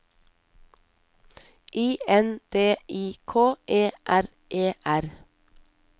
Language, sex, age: Norwegian, female, 23